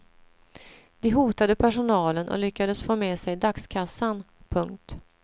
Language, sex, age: Swedish, female, 47